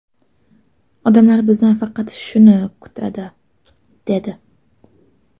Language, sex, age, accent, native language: Uzbek, female, 12-17, Toshkent shahri, Uzbek